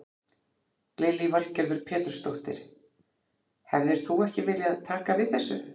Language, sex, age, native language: Icelandic, female, 40-49, Icelandic